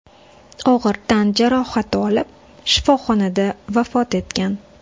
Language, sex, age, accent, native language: Uzbek, female, 25-34, Toshkent shahri, Uzbek